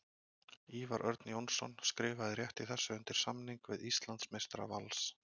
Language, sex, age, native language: Icelandic, male, 30-39, Icelandic